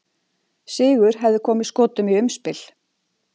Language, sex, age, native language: Icelandic, female, 40-49, Icelandic